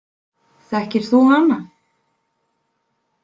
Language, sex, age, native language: Icelandic, female, 20-29, Icelandic